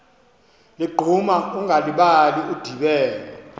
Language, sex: Xhosa, male